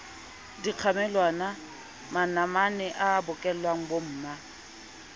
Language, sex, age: Southern Sotho, female, 27